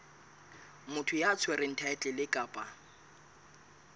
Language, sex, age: Southern Sotho, male, 25